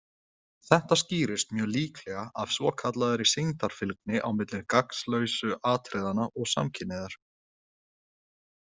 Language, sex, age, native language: Icelandic, male, 20-29, Icelandic